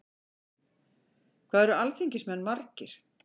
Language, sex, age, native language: Icelandic, female, 50-59, Icelandic